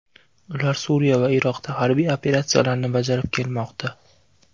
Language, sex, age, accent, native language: Uzbek, male, 19-29, Farg'ona, Uzbek